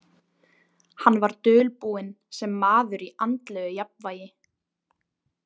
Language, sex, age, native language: Icelandic, female, 20-29, Icelandic